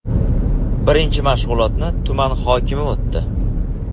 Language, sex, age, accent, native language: Uzbek, male, 18-24, Farg'ona, Uzbek